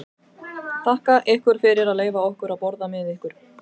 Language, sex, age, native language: Icelandic, female, 12, Icelandic